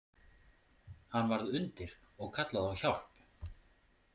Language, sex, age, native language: Icelandic, male, 40-49, Icelandic